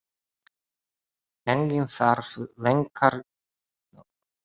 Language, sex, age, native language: Icelandic, male, 30-39, Japanese